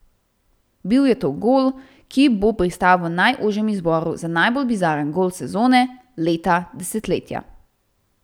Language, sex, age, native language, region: Slovenian, female, 18-29, Slovenian, Central Slovenia